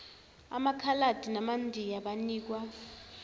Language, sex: Zulu, female